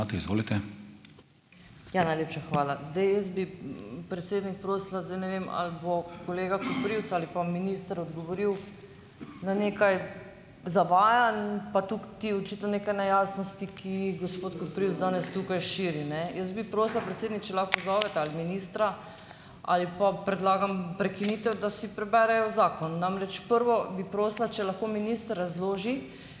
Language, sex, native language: Slovenian, female, Slovenian